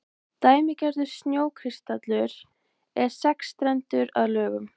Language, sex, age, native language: Icelandic, female, 20-29, Icelandic